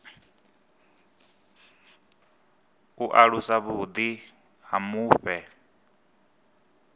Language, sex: Venda, male